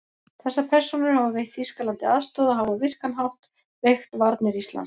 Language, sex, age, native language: Icelandic, female, 40-49, Icelandic